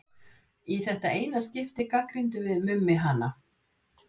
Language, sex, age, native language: Icelandic, female, 60-69, Icelandic